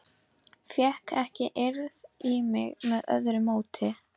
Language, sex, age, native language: Icelandic, female, 12, Icelandic